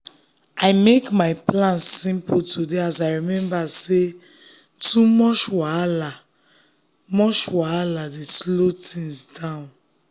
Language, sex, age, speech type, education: Nigerian Pidgin, female, 15-29, spontaneous, tertiary